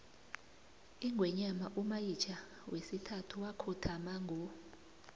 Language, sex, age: South Ndebele, female, 29